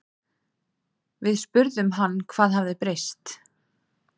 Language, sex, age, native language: Icelandic, female, 30-39, Icelandic